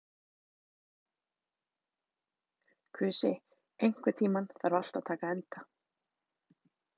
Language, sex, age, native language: Icelandic, female, 30-39, Icelandic